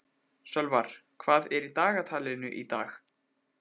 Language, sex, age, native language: Icelandic, male, 15, Icelandic